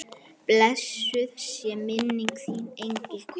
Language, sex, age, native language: Icelandic, male, 9, Icelandic